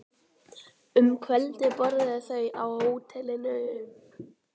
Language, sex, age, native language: Icelandic, female, 12, Icelandic